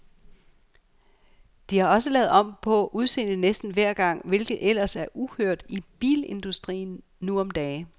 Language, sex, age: Danish, female, 49